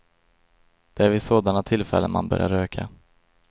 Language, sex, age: Swedish, male, 22